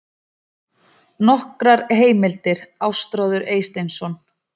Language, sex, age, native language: Icelandic, female, 40-49, Icelandic